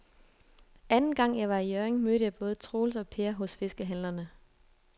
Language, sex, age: Danish, female, 22